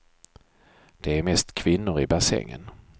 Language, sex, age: Swedish, male, 42